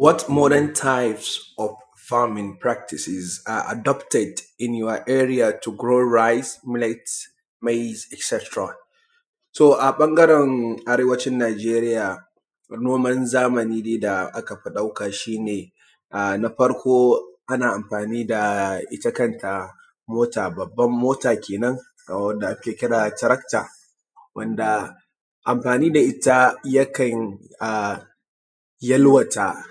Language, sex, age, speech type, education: Hausa, male, 30-45, spontaneous, tertiary